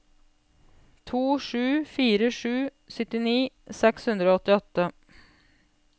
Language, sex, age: Norwegian, female, 28